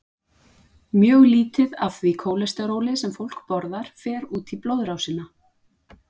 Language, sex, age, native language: Icelandic, female, 40-49, Icelandic